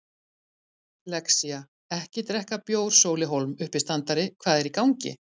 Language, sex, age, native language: Icelandic, female, 50-59, Icelandic